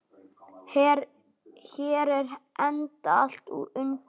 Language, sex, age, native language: Icelandic, male, 9, Icelandic